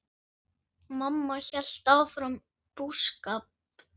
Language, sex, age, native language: Icelandic, male, 9, Icelandic